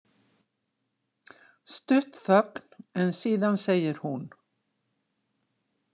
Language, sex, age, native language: Icelandic, female, 60-69, Icelandic